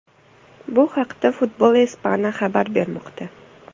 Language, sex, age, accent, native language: Uzbek, female, 25-34, Toshkent shahri, Uzbek